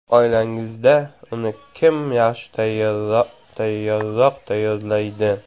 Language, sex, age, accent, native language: Uzbek, male, 18-24, Jizzax, Uzbek